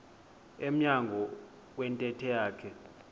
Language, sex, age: Xhosa, male, 20